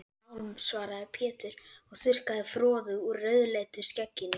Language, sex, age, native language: Icelandic, male, 11, Icelandic